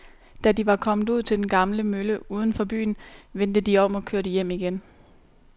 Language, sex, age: Danish, female, 29